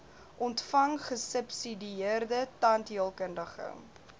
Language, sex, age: Afrikaans, female, 19